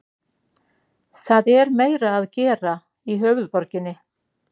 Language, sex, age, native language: Icelandic, female, 60-69, Icelandic